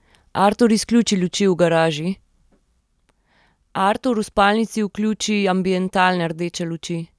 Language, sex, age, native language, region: Slovenian, female, 30-49, Slovenian, Central Slovenia